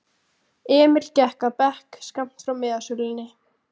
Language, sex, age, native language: Icelandic, female, 18-19, Icelandic